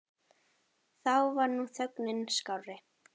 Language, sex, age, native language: Icelandic, female, 10, Icelandic